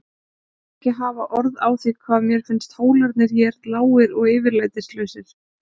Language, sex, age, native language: Icelandic, female, 20-29, Icelandic